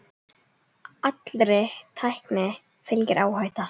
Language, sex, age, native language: Icelandic, female, 10, Icelandic